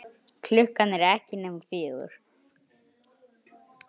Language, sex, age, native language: Icelandic, male, 9, Icelandic